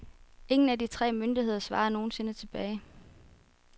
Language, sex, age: Danish, female, 24